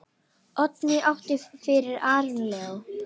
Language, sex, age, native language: Icelandic, female, 9, Icelandic